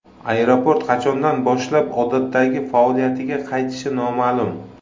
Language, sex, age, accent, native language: Uzbek, male, 25-34, Samarqand, Uzbek